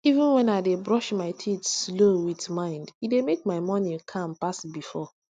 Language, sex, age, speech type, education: Nigerian Pidgin, female, 15-29, spontaneous, tertiary